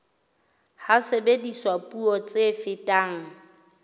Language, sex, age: Southern Sotho, female, 29